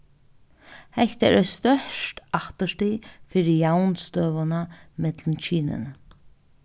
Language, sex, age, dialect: Faroese, female, 15-35, Norðuroyggjar